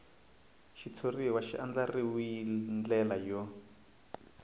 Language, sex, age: Tsonga, male, 22